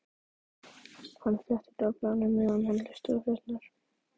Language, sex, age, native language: Icelandic, male, 12, Icelandic